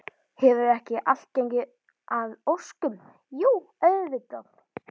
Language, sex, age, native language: Icelandic, female, 12, Icelandic